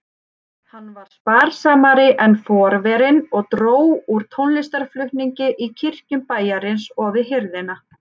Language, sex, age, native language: Icelandic, female, 30-39, Icelandic